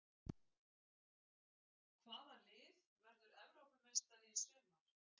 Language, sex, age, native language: Icelandic, female, 40-49, Icelandic